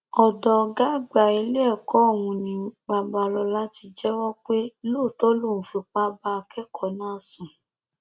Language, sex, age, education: Yoruba, female, 15-29, tertiary